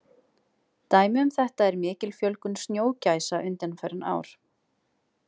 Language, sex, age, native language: Icelandic, female, 20-29, Icelandic